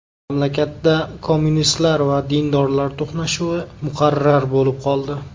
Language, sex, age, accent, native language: Uzbek, male, 19-29, Namangan, Uzbek